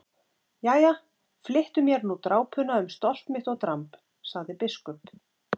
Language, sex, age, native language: Icelandic, female, 30-39, Icelandic